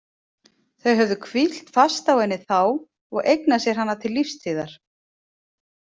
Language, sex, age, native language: Icelandic, female, 40-49, Icelandic